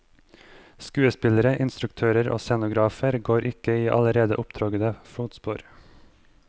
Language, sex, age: Norwegian, male, 23